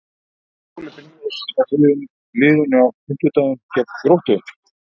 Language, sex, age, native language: Icelandic, male, 50-59, Icelandic